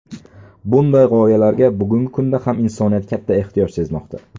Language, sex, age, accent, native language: Uzbek, male, 19-29, Buxoro, Uzbek